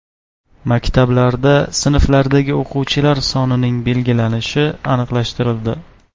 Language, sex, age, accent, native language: Uzbek, male, 19-29, Toshkent shahri, Uzbek